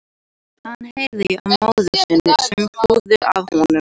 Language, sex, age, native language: Icelandic, other, 18-19, Icelandic